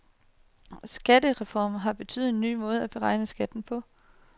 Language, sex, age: Danish, female, 30